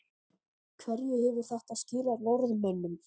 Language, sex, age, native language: Icelandic, male, 13, Icelandic